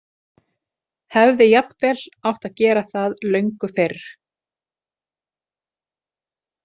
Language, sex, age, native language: Icelandic, female, 40-49, Icelandic